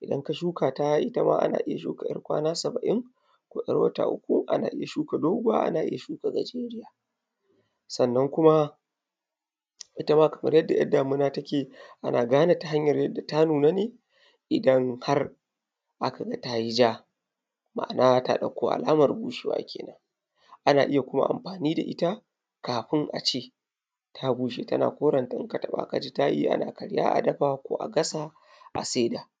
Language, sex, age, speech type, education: Hausa, male, 15-29, spontaneous, primary